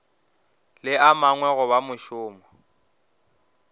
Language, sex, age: Northern Sotho, male, 19